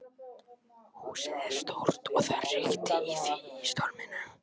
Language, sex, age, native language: Icelandic, male, 14, Icelandic